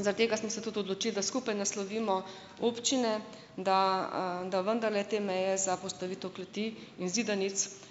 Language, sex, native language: Slovenian, female, Slovenian